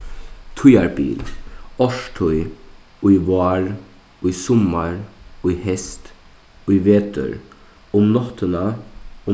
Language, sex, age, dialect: Faroese, male, 15-35, Suðuroy